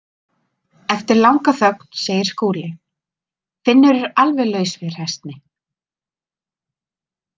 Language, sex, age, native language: Icelandic, female, 30-39, Icelandic